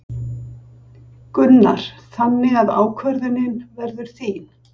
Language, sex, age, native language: Icelandic, female, 60-69, Icelandic